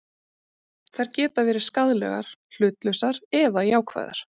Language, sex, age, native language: Icelandic, female, 30-39, Icelandic